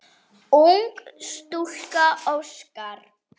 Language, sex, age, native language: Icelandic, female, 5, Icelandic